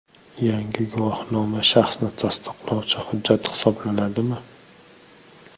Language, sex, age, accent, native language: Uzbek, male, 18-24, Toshkent viloyati, Uzbek